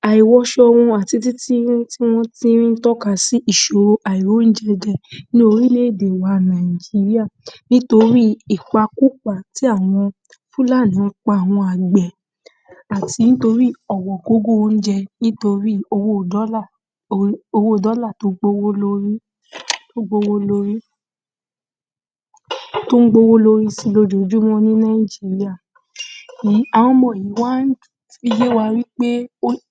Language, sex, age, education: Yoruba, female, 46-60, secondary